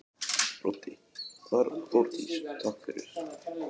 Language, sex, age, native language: Icelandic, male, 20-29, Icelandic